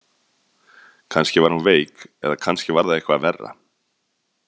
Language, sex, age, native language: Icelandic, male, 30-39, Icelandic